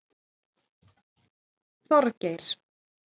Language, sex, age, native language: Icelandic, female, 30-39, Icelandic